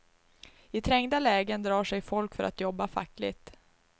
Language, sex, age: Swedish, female, 19